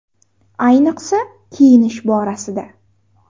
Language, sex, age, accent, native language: Uzbek, female, 18-24, Navoiy, Uzbek